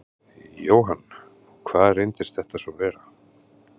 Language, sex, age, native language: Icelandic, male, 30-39, Icelandic